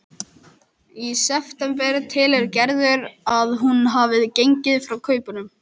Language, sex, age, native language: Icelandic, male, 11, Icelandic